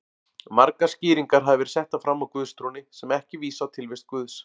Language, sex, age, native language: Icelandic, male, 40-49, Icelandic